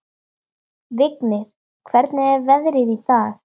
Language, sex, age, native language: Icelandic, female, 13, Icelandic